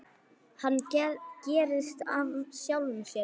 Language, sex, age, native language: Icelandic, male, 8, Icelandic